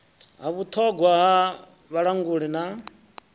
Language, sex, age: Venda, male, 33